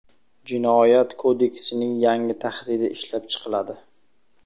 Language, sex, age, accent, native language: Uzbek, male, 25-34, Sirdaryo, Uzbek